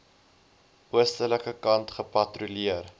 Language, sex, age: Afrikaans, male, 20